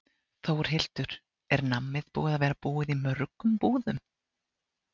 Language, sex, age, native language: Icelandic, female, 40-49, Icelandic